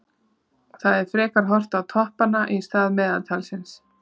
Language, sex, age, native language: Icelandic, female, 30-39, Icelandic